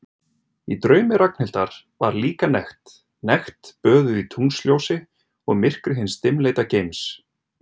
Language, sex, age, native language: Icelandic, male, 30-39, Icelandic